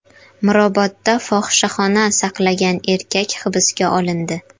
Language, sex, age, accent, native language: Uzbek, female, 12-17, Qashqadaryo, Uzbek